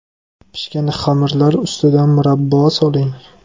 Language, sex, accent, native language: Uzbek, male, Toshkent viloyati, Uzbek